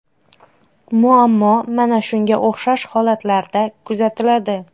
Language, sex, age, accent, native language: Uzbek, female, 30-39, Xorazm, Uzbek